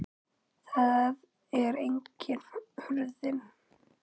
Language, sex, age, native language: Icelandic, female, 9, Icelandic